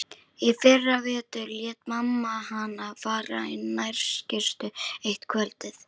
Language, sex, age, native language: Icelandic, female, 11, Icelandic